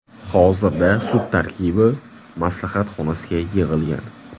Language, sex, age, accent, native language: Uzbek, male, 18-24, Toshkent shahri, Uzbek